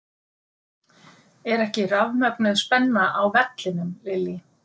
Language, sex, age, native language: Icelandic, female, 50-59, Icelandic